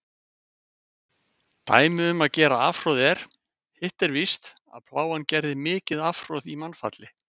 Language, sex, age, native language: Icelandic, male, 50-59, Icelandic